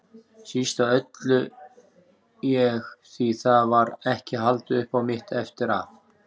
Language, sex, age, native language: Icelandic, male, 40-49, Icelandic